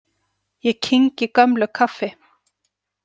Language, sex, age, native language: Icelandic, female, 40-49, Icelandic